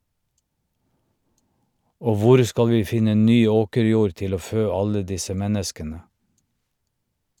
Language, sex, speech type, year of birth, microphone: Norwegian, male, read, 1951, Shure